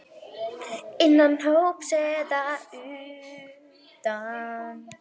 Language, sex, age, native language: Icelandic, female, 10, Icelandic